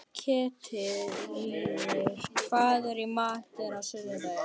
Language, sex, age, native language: Icelandic, female, 18-19, Icelandic